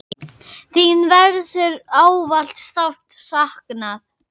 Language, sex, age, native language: Icelandic, female, 8, Icelandic